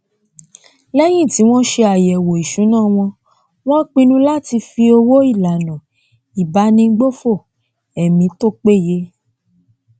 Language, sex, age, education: Yoruba, female, 30-45, tertiary